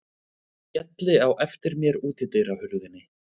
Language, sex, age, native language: Icelandic, male, 20-29, Icelandic